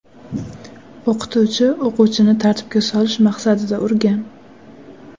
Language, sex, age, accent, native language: Uzbek, female, 18-24, Jizzax, Uzbek